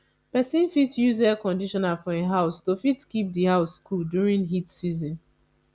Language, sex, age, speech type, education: Nigerian Pidgin, female, 15-29, spontaneous, tertiary